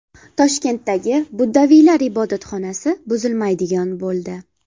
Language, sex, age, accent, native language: Uzbek, female, 18-24, Farg'ona, Uzbek